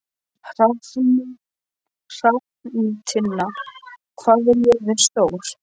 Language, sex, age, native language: Icelandic, male, 13, Polish